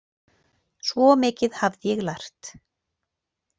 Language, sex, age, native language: Icelandic, female, 40-49, Icelandic